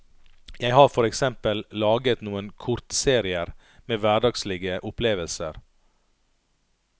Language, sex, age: Norwegian, male, 39